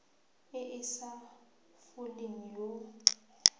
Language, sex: Tswana, female